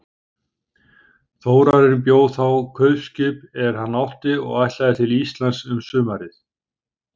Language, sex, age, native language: Icelandic, male, 50-59, Icelandic